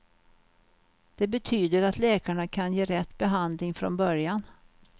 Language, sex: Swedish, female